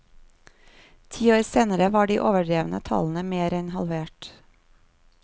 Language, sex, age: Norwegian, female, 39